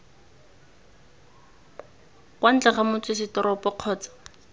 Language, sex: Tswana, female